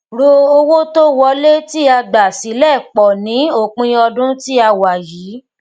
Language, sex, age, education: Yoruba, female, 15-29, tertiary